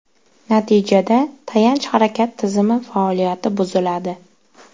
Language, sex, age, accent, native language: Uzbek, female, 18-24, Sirdaryo, Uzbek